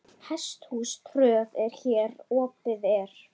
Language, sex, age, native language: Icelandic, male, 10, Icelandic